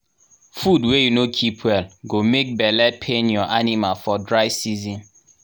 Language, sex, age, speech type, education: Nigerian Pidgin, male, 30-45, spontaneous, tertiary